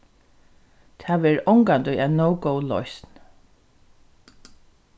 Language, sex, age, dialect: Faroese, female, 36-60, Suðurstreymoy